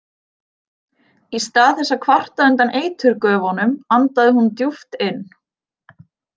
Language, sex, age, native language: Icelandic, female, 20-29, Icelandic